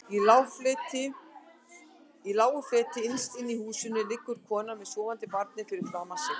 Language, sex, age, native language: Icelandic, female, 60-69, Icelandic